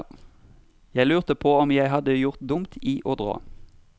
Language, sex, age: Norwegian, male, 32